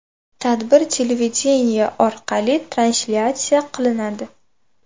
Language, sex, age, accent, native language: Uzbek, female, 18-24, Farg'ona, Uzbek